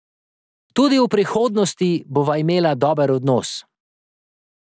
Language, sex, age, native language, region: Slovenian, male, 30-49, Slovenian, Drava region